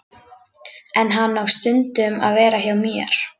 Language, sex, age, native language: Icelandic, female, 11, Icelandic